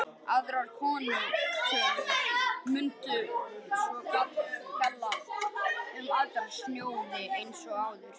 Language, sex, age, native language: Icelandic, female, 50-59, Icelandic